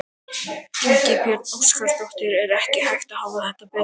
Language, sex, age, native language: Icelandic, male, 13, Icelandic